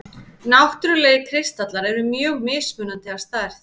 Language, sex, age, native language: Icelandic, female, 30-39, Icelandic